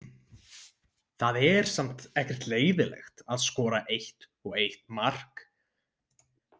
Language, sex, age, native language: Icelandic, male, 20-29, Icelandic